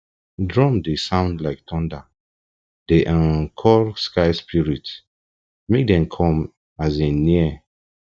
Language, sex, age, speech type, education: Nigerian Pidgin, male, 15-29, spontaneous, tertiary